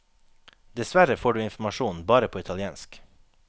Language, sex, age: Norwegian, male, 21